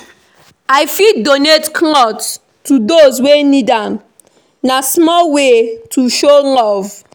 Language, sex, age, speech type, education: Nigerian Pidgin, female, 15-29, read, primary